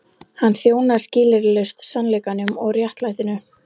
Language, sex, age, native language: Icelandic, female, 11, Icelandic